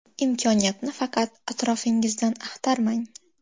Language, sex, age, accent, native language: Uzbek, female, under 19, Xorazm, Uzbek